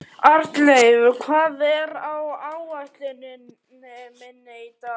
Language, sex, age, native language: Icelandic, male, 11, Icelandic